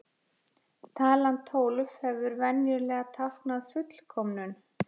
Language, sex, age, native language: Icelandic, female, 40-49, Icelandic